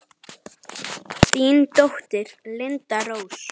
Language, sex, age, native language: Icelandic, male, 10, Icelandic